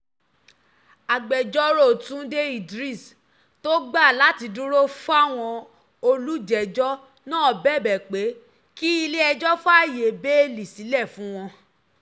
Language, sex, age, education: Yoruba, female, 15-29, tertiary